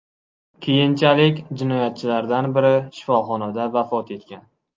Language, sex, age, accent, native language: Uzbek, male, 12-17, Qashqadaryo, Uzbek